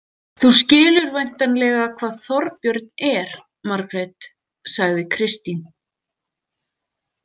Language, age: Icelandic, 18-19